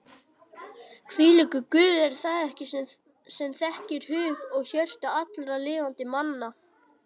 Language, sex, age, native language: Icelandic, male, 18-19, Icelandic